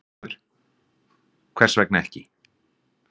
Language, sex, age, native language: Icelandic, male, 40-49, Icelandic